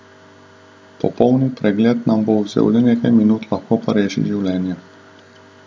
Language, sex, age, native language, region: Slovenian, male, 30-49, Slovenian, Southeast Slovenia